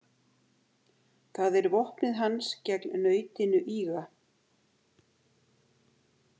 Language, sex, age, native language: Icelandic, female, 60-69, Icelandic